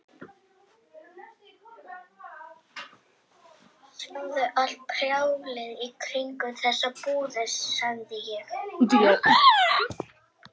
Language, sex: Icelandic, other